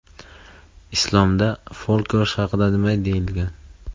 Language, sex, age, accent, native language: Uzbek, male, 18-24, Surxondaryo, Uzbek